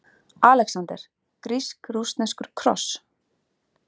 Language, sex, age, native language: Icelandic, female, 30-39, Icelandic